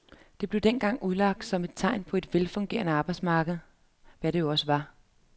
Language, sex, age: Danish, female, 33